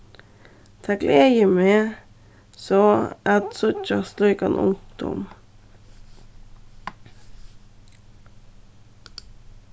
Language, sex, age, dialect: Faroese, female, 15-35, Suðurstreymoy